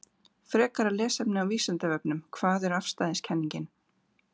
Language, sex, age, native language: Icelandic, female, 40-49, Icelandic